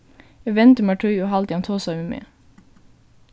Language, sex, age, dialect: Faroese, female, 15-35, Suðurstreymoy